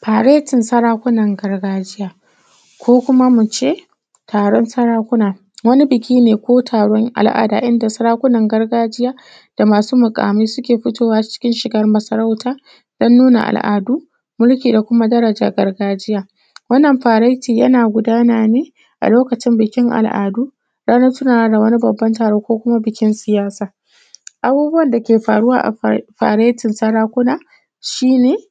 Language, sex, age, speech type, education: Hausa, female, 15-29, spontaneous, tertiary